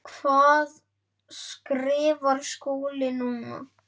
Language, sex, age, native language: Icelandic, male, 9, Icelandic